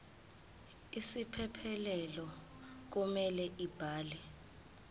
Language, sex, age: Zulu, female, 18